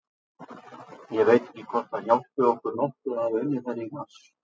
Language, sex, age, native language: Icelandic, male, 40-49, Icelandic